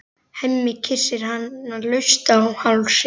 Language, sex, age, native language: Icelandic, male, 11, Icelandic